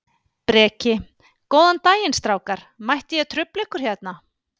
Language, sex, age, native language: Icelandic, female, 50-59, Icelandic